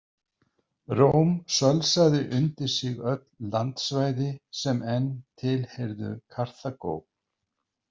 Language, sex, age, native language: Icelandic, male, 50-59, Icelandic